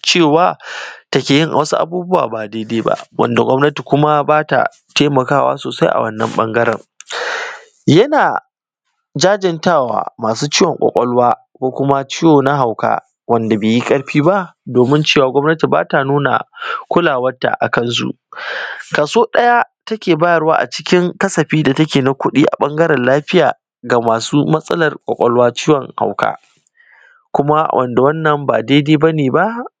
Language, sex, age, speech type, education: Hausa, male, 15-29, spontaneous, primary